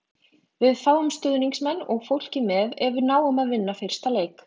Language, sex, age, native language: Icelandic, female, 20-29, Icelandic